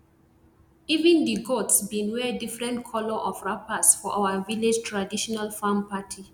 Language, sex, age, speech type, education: Nigerian Pidgin, female, 30-45, spontaneous, tertiary